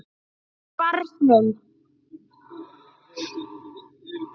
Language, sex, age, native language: Icelandic, male, 8, Icelandic